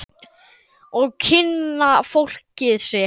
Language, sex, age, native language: Icelandic, male, 9, Icelandic